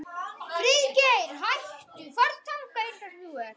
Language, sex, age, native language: Icelandic, other, 12, Icelandic